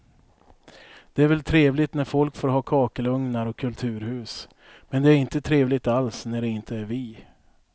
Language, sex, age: Swedish, male, 42